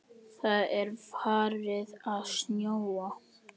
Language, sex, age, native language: Icelandic, male, 10, Icelandic